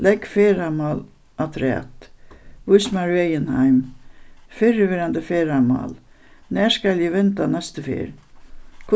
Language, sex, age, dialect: Faroese, female, 61+, Suðuroy